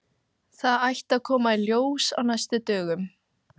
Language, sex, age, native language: Icelandic, female, 15, Icelandic